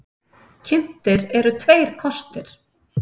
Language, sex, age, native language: Icelandic, female, 30-39, Icelandic